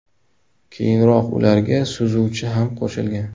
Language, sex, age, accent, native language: Uzbek, male, 18-24, Namangan, Uzbek